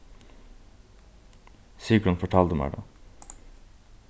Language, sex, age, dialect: Faroese, male, 15-35, Norðurstreymoy/Eysturoy